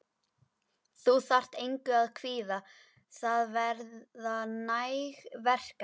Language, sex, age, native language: Icelandic, female, 11, Icelandic